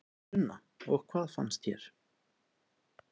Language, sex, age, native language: Icelandic, male, 20-29, Icelandic